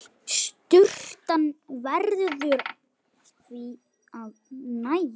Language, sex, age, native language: Icelandic, male, 7, Icelandic